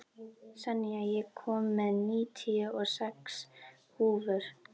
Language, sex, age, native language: Icelandic, female, 12, Icelandic